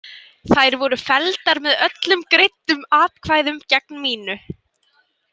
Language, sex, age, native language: Icelandic, female, 18-19, Icelandic